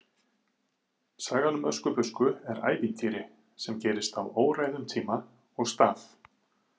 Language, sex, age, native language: Icelandic, male, 40-49, Icelandic